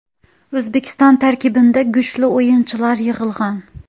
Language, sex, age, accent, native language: Uzbek, female, 18-24, Xorazm, Uzbek